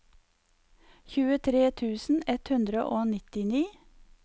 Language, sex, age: Norwegian, female, 54